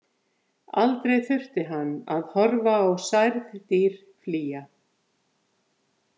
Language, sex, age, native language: Icelandic, female, 50-59, Icelandic